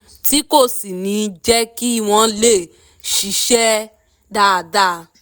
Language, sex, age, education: Yoruba, female, 15-29, tertiary